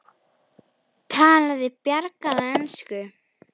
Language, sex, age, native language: Icelandic, female, 10, Icelandic